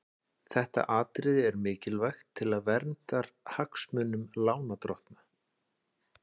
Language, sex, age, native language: Icelandic, male, 40-49, Icelandic